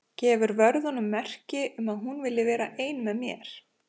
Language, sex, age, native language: Icelandic, female, 40-49, Icelandic